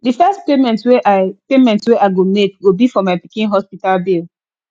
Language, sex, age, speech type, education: Nigerian Pidgin, female, 15-29, spontaneous, tertiary